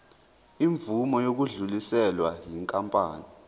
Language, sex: Zulu, male